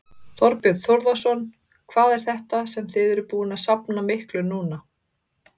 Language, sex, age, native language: Icelandic, female, 30-39, Icelandic